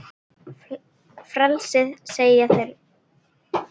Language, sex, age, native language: Icelandic, female, 10, Icelandic